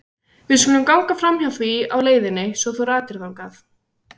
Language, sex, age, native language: Icelandic, female, 16, Icelandic